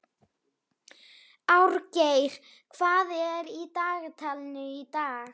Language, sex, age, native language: Icelandic, male, 11, Icelandic